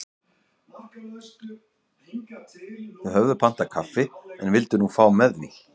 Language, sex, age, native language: Icelandic, male, 40-49, Icelandic